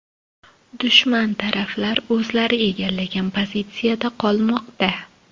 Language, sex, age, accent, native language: Uzbek, female, 25-34, Toshkent shahri, Uzbek